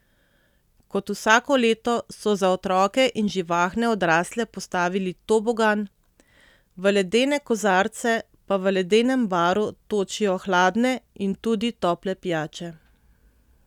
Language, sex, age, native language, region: Slovenian, female, 30-49, Slovenian, Central Slovenia